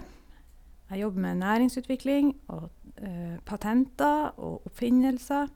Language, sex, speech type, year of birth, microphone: Norwegian, female, spontaneous, 1972, Sennheiser